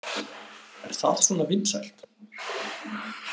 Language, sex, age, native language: Icelandic, male, 30-39, Icelandic